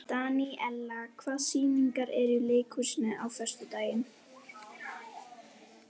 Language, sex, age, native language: Icelandic, female, 11, Icelandic